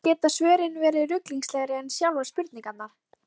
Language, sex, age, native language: Icelandic, female, 13, Icelandic